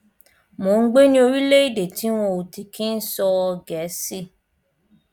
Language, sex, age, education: Yoruba, female, 15-29, primary